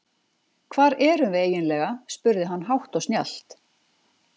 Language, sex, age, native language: Icelandic, female, 40-49, Icelandic